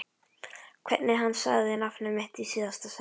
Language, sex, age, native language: Icelandic, female, 11, Icelandic